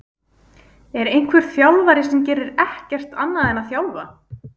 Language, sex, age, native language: Icelandic, female, 20-29, Icelandic